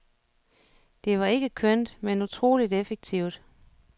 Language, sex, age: Danish, female, 47